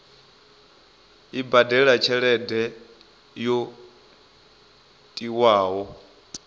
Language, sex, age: Venda, male, 25